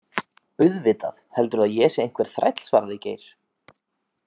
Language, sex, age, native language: Icelandic, male, 40-49, Icelandic